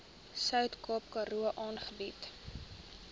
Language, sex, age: Afrikaans, female, 23